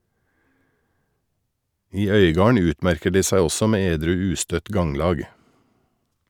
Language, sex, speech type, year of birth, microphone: Norwegian, male, read, 1961, Shure